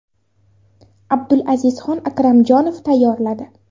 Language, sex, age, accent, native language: Uzbek, female, 18-24, Navoiy, Uzbek